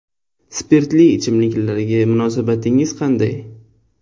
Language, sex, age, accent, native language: Uzbek, male, 18-24, Toshkent shahri, Uzbek